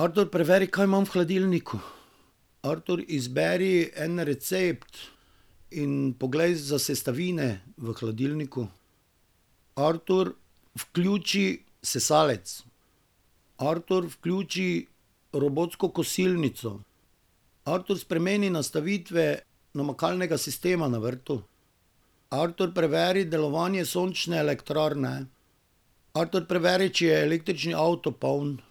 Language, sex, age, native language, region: Slovenian, male, 50-59, Slovenian, Drava region